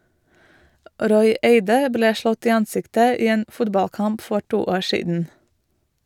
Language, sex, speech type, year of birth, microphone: Norwegian, female, read, 1986, Shure